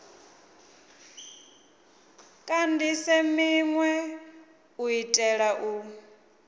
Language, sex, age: Venda, female, 24